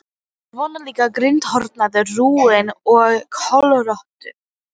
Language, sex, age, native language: Icelandic, female, 12, Icelandic